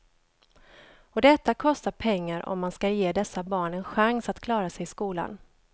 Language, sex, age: Swedish, female, 29